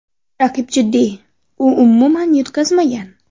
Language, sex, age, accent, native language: Uzbek, female, under 19, Xorazm, Uzbek